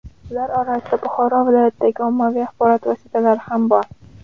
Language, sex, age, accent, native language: Uzbek, female, under 19, Farg'ona, Uzbek